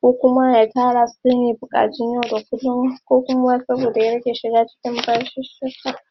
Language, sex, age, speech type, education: Hausa, female, 15-29, spontaneous, tertiary